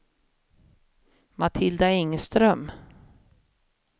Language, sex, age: Swedish, female, 50